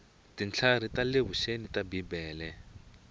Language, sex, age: Tsonga, male, 20